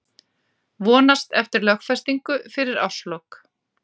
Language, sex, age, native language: Icelandic, female, 40-49, Icelandic